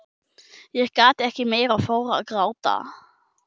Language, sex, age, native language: Icelandic, male, 12, German